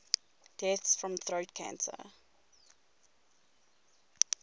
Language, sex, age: English, female, 22